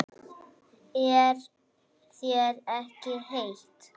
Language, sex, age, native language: Icelandic, female, 6, Icelandic